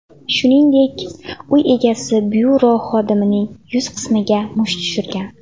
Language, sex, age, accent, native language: Uzbek, female, 18-24, Andijon, Uzbek